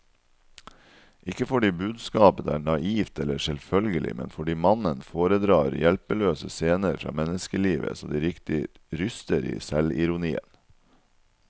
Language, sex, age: Norwegian, male, 37